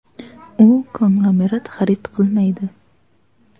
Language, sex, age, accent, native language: Uzbek, female, 18-24, Surxondaryo, Uzbek